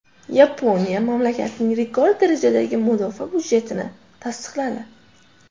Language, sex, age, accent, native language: Uzbek, female, under 19, Toshkent shahri, Uzbek